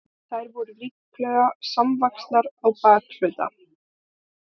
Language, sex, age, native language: Icelandic, other, 18-19, Icelandic